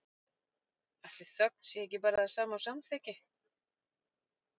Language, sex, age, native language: Icelandic, female, 40-49, Icelandic